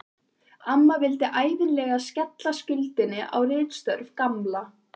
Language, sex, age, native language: Icelandic, female, 14, Icelandic